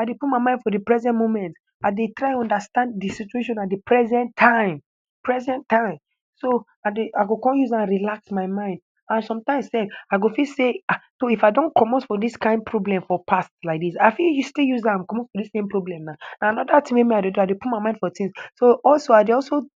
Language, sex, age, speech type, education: Nigerian Pidgin, male, 15-29, spontaneous, tertiary